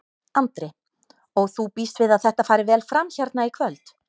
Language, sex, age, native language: Icelandic, female, 30-39, Icelandic